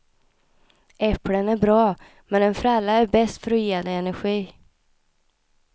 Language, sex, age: Swedish, female, 26